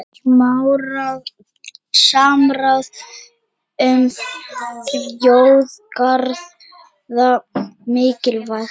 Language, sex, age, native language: Icelandic, male, 30-39, Icelandic